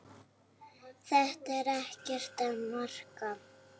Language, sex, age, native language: Icelandic, female, 8, Icelandic